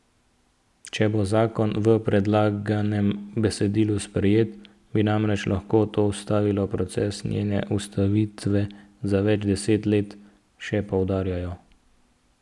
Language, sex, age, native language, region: Slovenian, male, 18-29, Slovenian, Central Slovenia